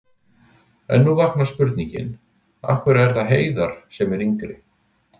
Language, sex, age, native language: Icelandic, male, 60-69, Icelandic